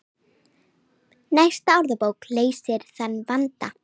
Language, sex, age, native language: Icelandic, female, 9, Icelandic